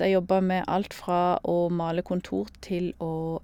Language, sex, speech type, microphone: Norwegian, female, spontaneous, Shure